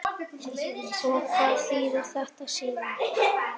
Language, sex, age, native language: Icelandic, male, 8, Icelandic